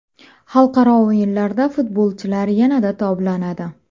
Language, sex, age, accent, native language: Uzbek, female, 25-34, Toshkent viloyati, Uzbek